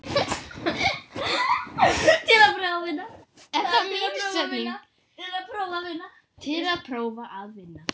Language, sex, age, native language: Icelandic, female, 10, Icelandic